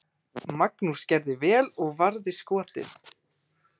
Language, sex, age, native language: Icelandic, male, 18-19, Icelandic